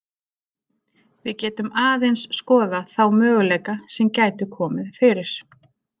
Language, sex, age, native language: Icelandic, female, 30-39, Icelandic